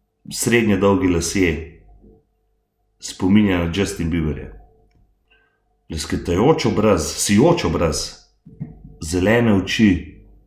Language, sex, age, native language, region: Slovenian, male, 30-49, Slovenian, Gorenjska region